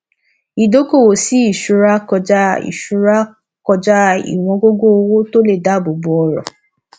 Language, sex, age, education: Yoruba, female, 15-29, tertiary